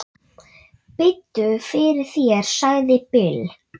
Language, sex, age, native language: Icelandic, male, 8, Icelandic